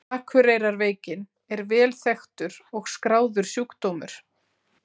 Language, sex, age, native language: Icelandic, female, 40-49, Icelandic